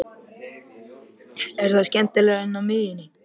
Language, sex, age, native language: Icelandic, male, 13, Icelandic